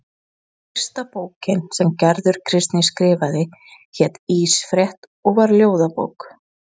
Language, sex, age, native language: Icelandic, female, 20-29, Icelandic